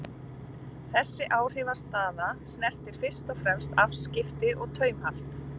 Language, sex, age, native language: Icelandic, female, 50-59, Icelandic